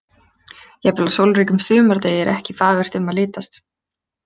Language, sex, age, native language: Icelandic, female, 30-39, Icelandic